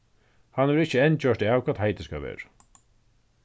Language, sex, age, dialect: Faroese, male, 36-60, Suðurstreymoy